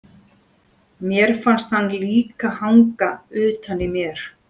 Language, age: Icelandic, 40-49